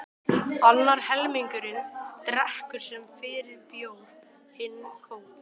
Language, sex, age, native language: Icelandic, male, 12, Icelandic